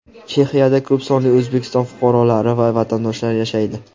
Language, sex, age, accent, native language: Uzbek, male, 19-29, Farg'ona, Uzbek